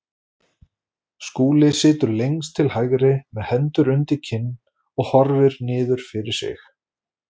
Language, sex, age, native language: Icelandic, male, 40-49, Icelandic